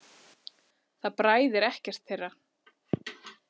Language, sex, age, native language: Icelandic, female, 40-49, Icelandic